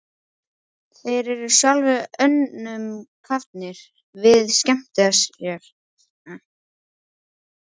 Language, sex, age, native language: Icelandic, male, 11, Icelandic